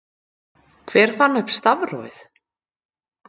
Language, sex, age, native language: Icelandic, female, 40-49, Icelandic